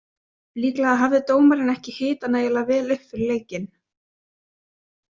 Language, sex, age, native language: Icelandic, female, 20-29, Icelandic